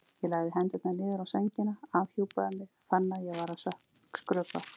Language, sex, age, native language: Icelandic, female, 40-49, Icelandic